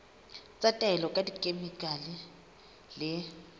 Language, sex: Southern Sotho, female